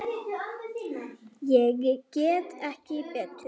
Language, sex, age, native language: Icelandic, female, 8, Icelandic